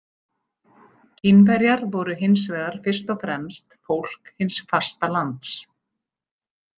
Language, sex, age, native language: Icelandic, female, 40-49, Icelandic